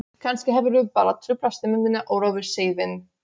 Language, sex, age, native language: Icelandic, female, 16, Polish